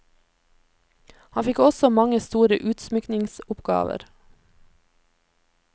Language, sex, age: Norwegian, female, 26